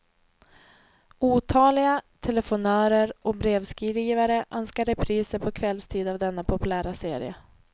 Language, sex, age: Swedish, female, 28